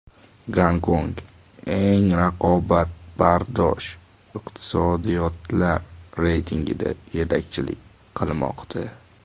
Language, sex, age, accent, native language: Uzbek, male, 18-24, Toshkent shahri, Uzbek